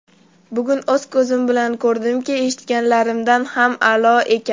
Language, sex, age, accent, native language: Uzbek, female, 30-39, Namangan, Uzbek